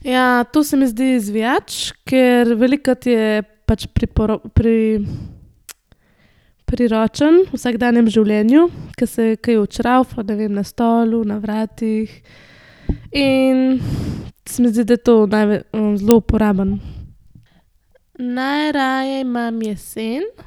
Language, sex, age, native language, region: Slovenian, female, 18-29, Slovenian, Central Slovenia